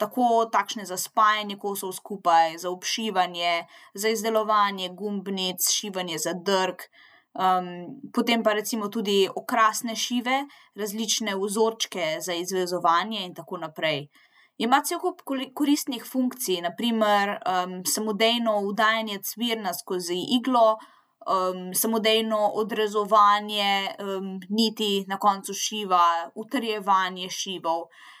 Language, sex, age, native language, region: Slovenian, female, 18-29, Slovenian, Zasavska region